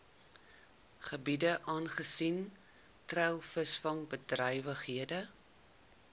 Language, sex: Afrikaans, female